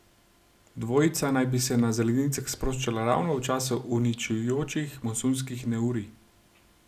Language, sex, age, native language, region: Slovenian, male, 30-49, Slovenian, Gorenjska region